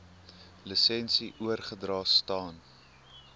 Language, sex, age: Afrikaans, male, 19